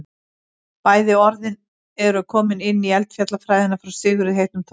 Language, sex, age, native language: Icelandic, female, 60-69, Icelandic